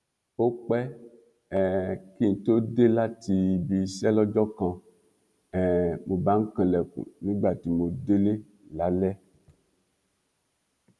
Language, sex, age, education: Yoruba, male, 46-60, tertiary